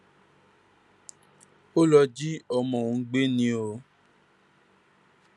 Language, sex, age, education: Yoruba, male, 15-29, tertiary